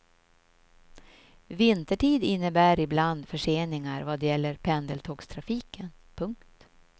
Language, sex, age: Swedish, female, 53